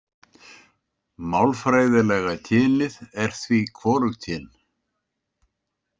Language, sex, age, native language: Icelandic, male, 70-79, Icelandic